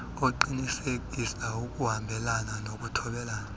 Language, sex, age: Xhosa, male, 26